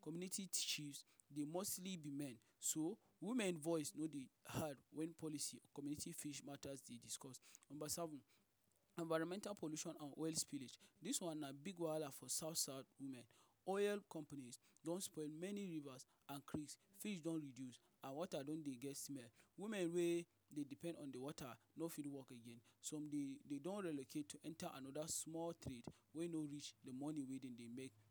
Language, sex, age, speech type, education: Nigerian Pidgin, male, 30-45, spontaneous, tertiary